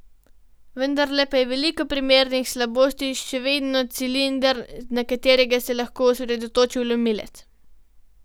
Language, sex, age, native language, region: Slovenian, female, 12-17, Slovenian, Gorenjska region